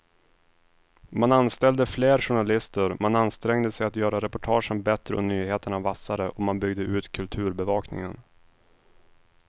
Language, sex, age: Swedish, male, 26